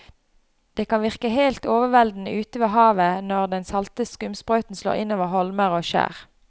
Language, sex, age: Norwegian, female, 29